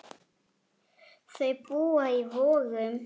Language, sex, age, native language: Icelandic, female, 8, Icelandic